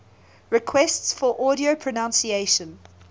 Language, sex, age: English, female, 20